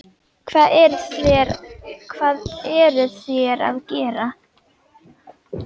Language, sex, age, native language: Icelandic, female, 10, Icelandic